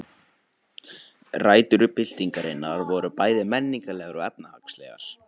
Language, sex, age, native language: Icelandic, male, 18-19, Icelandic